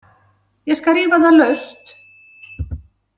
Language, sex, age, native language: Icelandic, female, 60-69, Icelandic